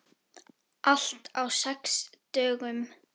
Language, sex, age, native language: Icelandic, female, 10, Icelandic